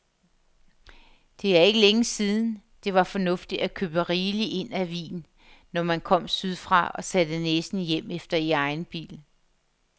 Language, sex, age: Danish, female, 50